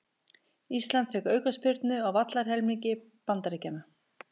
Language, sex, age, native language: Icelandic, female, 50-59, Icelandic